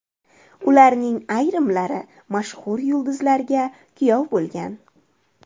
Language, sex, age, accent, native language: Uzbek, female, 25-34, Andijon, Uzbek